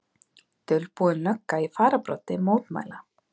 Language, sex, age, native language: Icelandic, female, 30-39, Icelandic